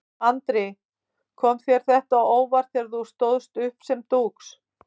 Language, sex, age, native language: Icelandic, female, 50-59, Icelandic